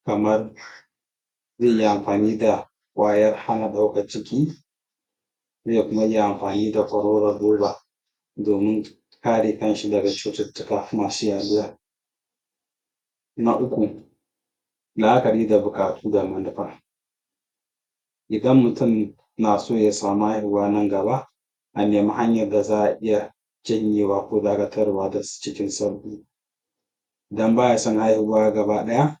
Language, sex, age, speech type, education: Hausa, male, 46-60, spontaneous, tertiary